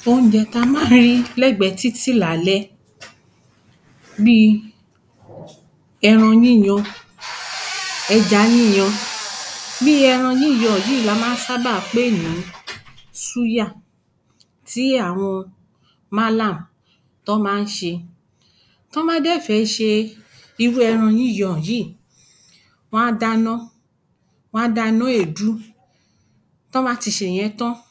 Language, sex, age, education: Yoruba, female, 30-45, primary